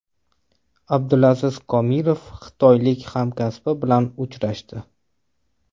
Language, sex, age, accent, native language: Uzbek, male, 25-34, Toshkent viloyati, Uzbek